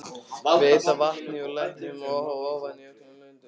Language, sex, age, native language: Icelandic, male, 15, Icelandic